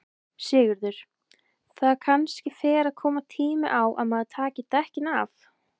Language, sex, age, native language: Icelandic, female, 20-29, Icelandic